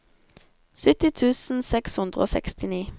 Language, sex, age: Norwegian, female, 17